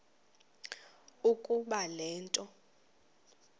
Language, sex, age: Xhosa, female, 24